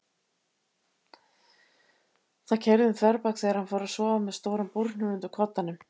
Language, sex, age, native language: Icelandic, female, 80-89, Icelandic